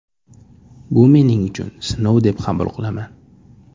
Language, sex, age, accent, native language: Uzbek, male, 25-34, Toshkent shahri, Uzbek